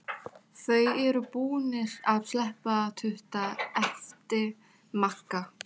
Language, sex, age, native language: Icelandic, female, 18-19, Thai